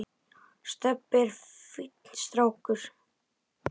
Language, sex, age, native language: Icelandic, male, 9, Icelandic